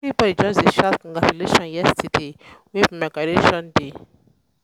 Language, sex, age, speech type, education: Nigerian Pidgin, female, 15-29, spontaneous, tertiary